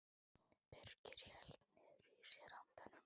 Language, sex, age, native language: Icelandic, male, 12, Icelandic